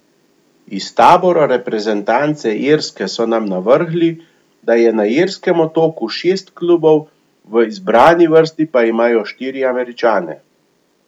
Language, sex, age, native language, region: Slovenian, male, 50-59, Slovenian, Gorenjska region